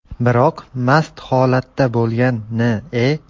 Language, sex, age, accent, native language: Uzbek, male, 18-24, Namangan, Uzbek